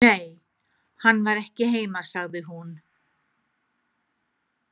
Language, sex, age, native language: Icelandic, female, 70-79, Icelandic